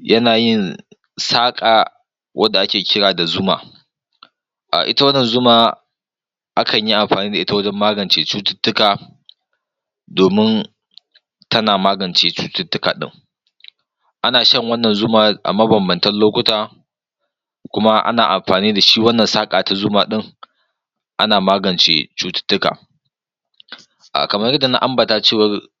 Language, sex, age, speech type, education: Hausa, male, 46-60, spontaneous, tertiary